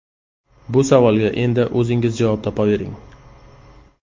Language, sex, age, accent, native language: Uzbek, male, 35+, Qashqadaryo, Uzbek